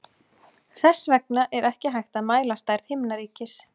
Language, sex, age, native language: Icelandic, female, 30-39, Icelandic